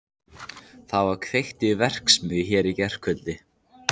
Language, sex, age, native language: Icelandic, male, 14, Icelandic